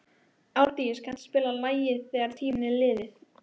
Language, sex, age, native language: Icelandic, female, 12, Icelandic